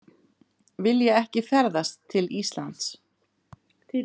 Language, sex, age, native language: Icelandic, female, 50-59, Icelandic